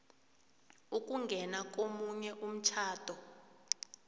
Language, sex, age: South Ndebele, female, 21